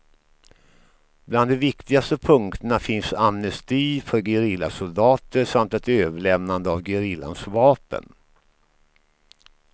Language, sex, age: Swedish, male, 53